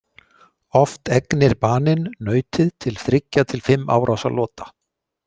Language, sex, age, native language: Icelandic, male, 60-69, Icelandic